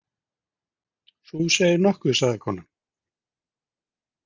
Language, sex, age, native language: Icelandic, male, 50-59, Icelandic